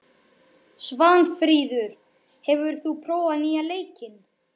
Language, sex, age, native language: Icelandic, male, 11, Icelandic